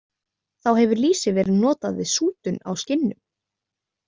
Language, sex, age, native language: Icelandic, female, 20-29, Icelandic